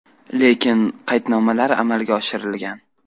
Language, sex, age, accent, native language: Uzbek, male, 18-24, Qashqadaryo, Uzbek